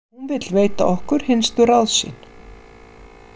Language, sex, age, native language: Icelandic, female, 50-59, Icelandic